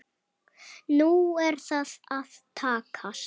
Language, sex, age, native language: Icelandic, female, 5, Icelandic